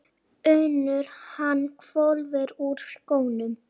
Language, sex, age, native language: Icelandic, female, 7, Icelandic